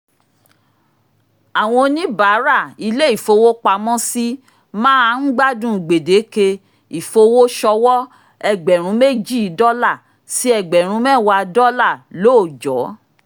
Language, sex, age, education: Yoruba, female, 46-60, tertiary